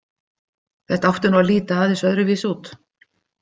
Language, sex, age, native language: Icelandic, female, 50-59, Icelandic